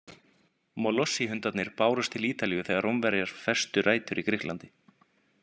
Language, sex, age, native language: Icelandic, male, 20-29, Icelandic